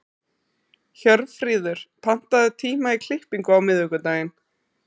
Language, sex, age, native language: Icelandic, female, 30-39, Icelandic